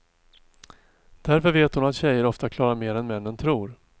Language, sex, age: Swedish, male, 42